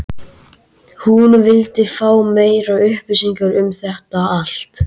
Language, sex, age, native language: Icelandic, male, 13, Icelandic